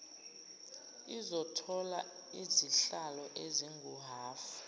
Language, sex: Zulu, female